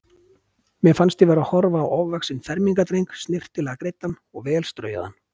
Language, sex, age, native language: Icelandic, male, 50-59, Icelandic